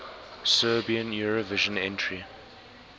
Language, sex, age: English, male, 19